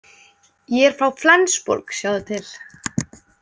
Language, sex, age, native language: Icelandic, female, 18-19, Icelandic